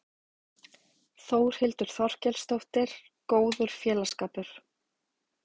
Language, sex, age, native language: Icelandic, female, 40-49, Icelandic